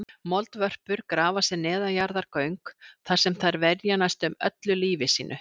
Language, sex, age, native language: Icelandic, female, 60-69, Icelandic